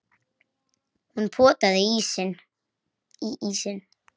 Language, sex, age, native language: Icelandic, female, 8, Icelandic